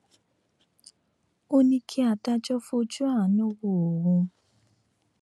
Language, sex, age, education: Yoruba, female, 15-29, tertiary